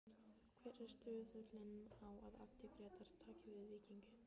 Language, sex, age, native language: Icelandic, female, 15, Icelandic